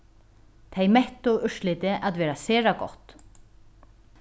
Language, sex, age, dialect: Faroese, female, 36-60, Norðuroyggjar